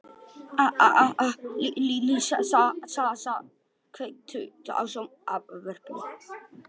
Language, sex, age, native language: Icelandic, female, 50-59, Icelandic